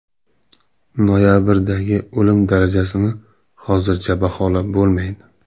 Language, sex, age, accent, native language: Uzbek, male, 25-34, Namangan, Uzbek